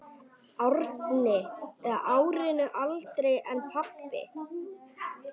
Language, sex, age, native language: Icelandic, female, 9, Icelandic